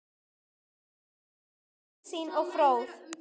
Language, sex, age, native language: Icelandic, male, 10, Icelandic